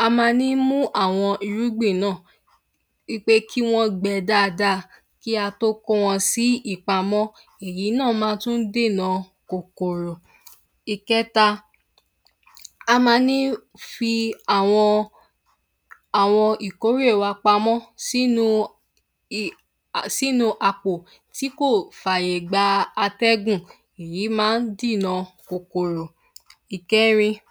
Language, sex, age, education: Yoruba, female, 15-29, primary